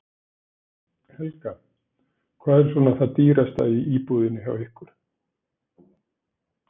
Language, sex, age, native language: Icelandic, male, 60-69, Icelandic